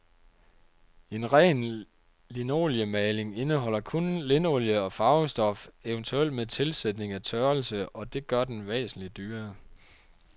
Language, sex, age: Danish, male, 30